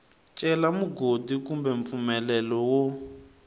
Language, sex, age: Tsonga, male, 19